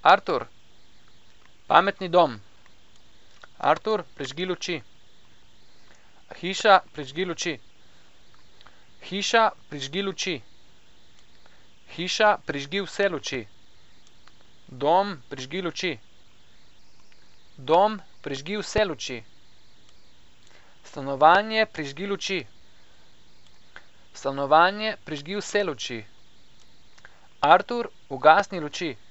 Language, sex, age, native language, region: Slovenian, male, 18-29, Slovenian, Coastal Karst region